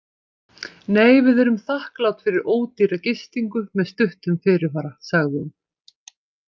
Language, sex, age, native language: Icelandic, female, 50-59, Icelandic